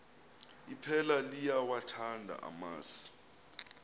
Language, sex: Xhosa, male